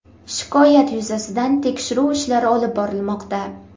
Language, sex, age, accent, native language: Uzbek, female, 18-24, Namangan, Uzbek